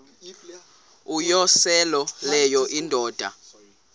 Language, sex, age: Xhosa, male, 18